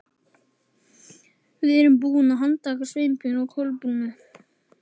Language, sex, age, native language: Icelandic, male, 11, Icelandic